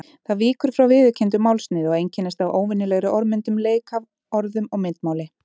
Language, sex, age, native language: Icelandic, female, 30-39, Icelandic